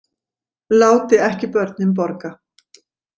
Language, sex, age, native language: Icelandic, female, 40-49, Icelandic